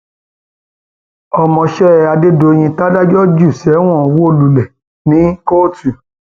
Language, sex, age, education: Yoruba, male, 30-45, tertiary